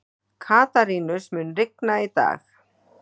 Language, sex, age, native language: Icelandic, female, 40-49, Icelandic